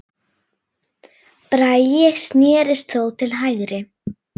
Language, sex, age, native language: Icelandic, female, 8, Icelandic